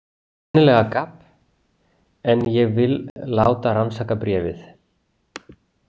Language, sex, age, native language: Icelandic, male, 40-49, Icelandic